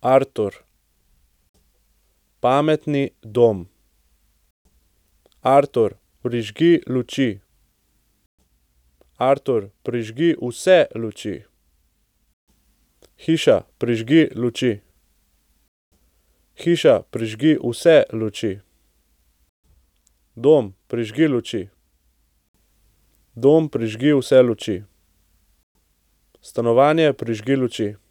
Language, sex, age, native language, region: Slovenian, male, 18-29, Slovenian, Central Slovenia